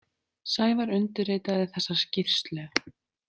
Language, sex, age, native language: Icelandic, female, 30-39, Icelandic